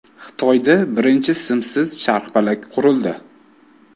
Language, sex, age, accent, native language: Uzbek, male, 25-34, Toshkent viloyati, Uzbek